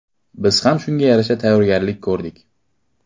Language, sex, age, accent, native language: Uzbek, male, 18-24, Qashqadaryo, Uzbek